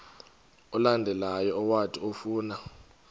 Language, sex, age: Xhosa, male, 32